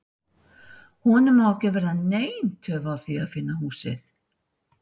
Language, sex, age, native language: Icelandic, female, 60-69, Icelandic